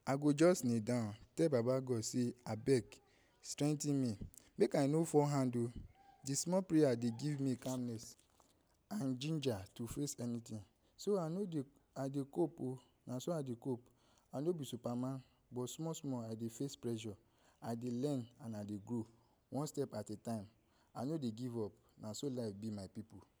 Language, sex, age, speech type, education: Nigerian Pidgin, male, 15-29, spontaneous, tertiary